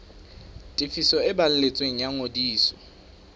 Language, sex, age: Southern Sotho, male, 19